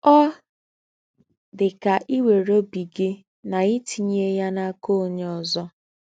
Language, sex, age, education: Igbo, female, 15-29, tertiary